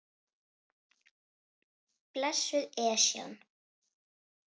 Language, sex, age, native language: Icelandic, female, 8, Icelandic